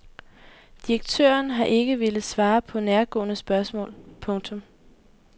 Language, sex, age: Danish, female, 18